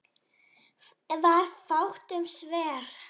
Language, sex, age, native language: Icelandic, female, 10, Icelandic